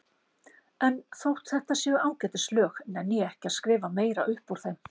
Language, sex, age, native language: Icelandic, female, 50-59, Icelandic